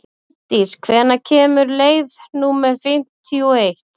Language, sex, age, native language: Icelandic, female, 30-39, Icelandic